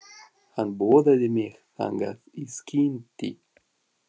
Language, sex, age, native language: Icelandic, male, 40-49, Russian